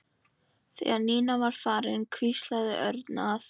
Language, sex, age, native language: Icelandic, female, 13, Icelandic